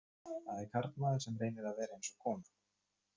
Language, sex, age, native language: Icelandic, male, 30-39, Icelandic